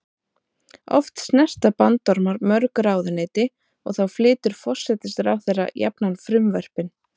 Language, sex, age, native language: Icelandic, female, 30-39, Icelandic